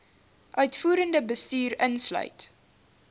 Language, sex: Afrikaans, female